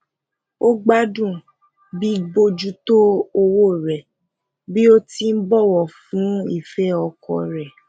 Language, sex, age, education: Yoruba, female, 15-29, tertiary